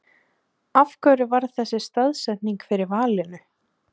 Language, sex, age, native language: Icelandic, female, 20-29, Icelandic